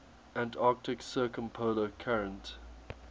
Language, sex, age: English, male, 21